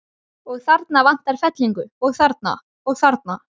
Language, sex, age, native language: Icelandic, male, 12, Icelandic